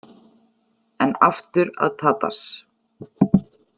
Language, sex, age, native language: Icelandic, female, 40-49, Icelandic